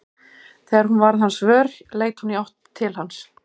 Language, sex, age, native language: Icelandic, female, 50-59, Icelandic